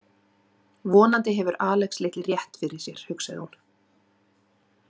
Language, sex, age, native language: Icelandic, female, 30-39, Icelandic